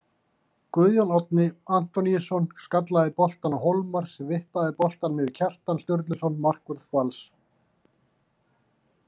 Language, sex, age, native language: Icelandic, male, 40-49, Icelandic